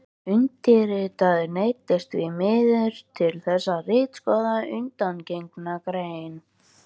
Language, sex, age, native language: Icelandic, female, 13, Icelandic